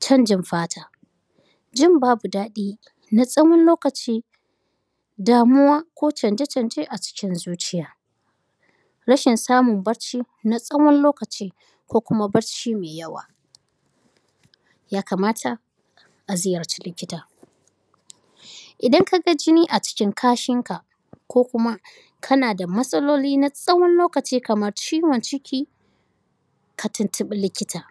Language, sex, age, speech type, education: Hausa, female, 15-29, spontaneous, tertiary